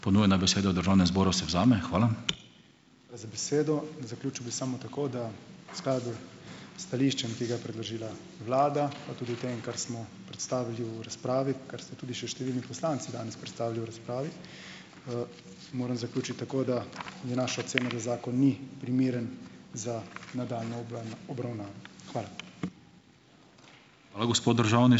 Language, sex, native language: Slovenian, male, Slovenian